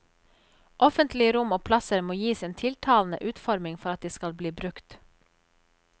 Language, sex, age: Norwegian, female, 34